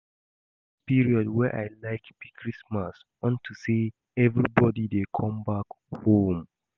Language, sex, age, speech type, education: Nigerian Pidgin, male, 15-29, read, secondary